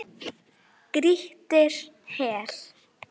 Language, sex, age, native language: Icelandic, female, 9, Icelandic